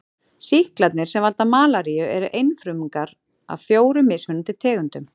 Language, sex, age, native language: Icelandic, female, 40-49, Icelandic